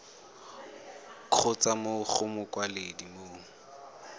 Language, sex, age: Tswana, male, 18